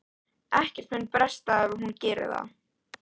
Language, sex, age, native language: Icelandic, female, 13, Icelandic